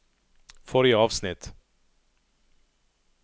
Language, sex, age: Norwegian, male, 39